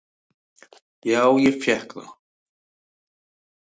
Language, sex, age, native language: Icelandic, male, 18-19, Icelandic